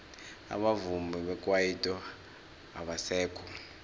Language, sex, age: South Ndebele, male, 24